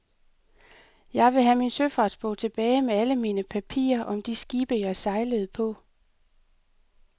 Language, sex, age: Danish, female, 38